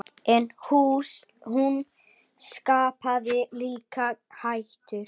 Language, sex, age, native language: Icelandic, male, 8, Icelandic